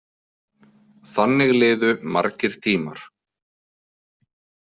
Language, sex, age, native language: Icelandic, male, 20-29, Icelandic